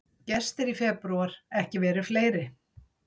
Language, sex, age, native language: Icelandic, female, 60-69, Icelandic